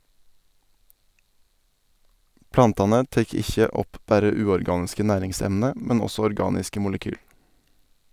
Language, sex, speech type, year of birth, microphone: Norwegian, male, read, 1990, Sennheiser